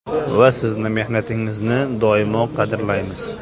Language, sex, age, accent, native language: Uzbek, male, 25-34, Namangan, Uzbek